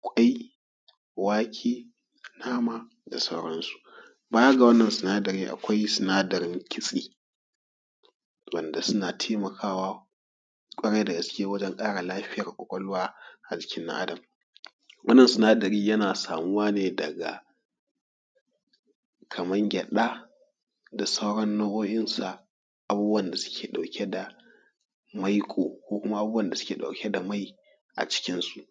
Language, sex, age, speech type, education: Hausa, male, 30-45, spontaneous, tertiary